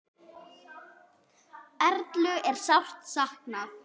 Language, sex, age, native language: Icelandic, female, 8, Icelandic